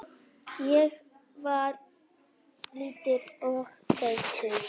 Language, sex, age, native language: Icelandic, female, 8, Icelandic